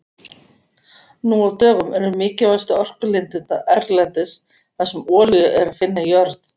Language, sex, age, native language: Icelandic, female, 50-59, Icelandic